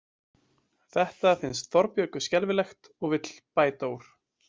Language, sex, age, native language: Icelandic, male, 20-29, Icelandic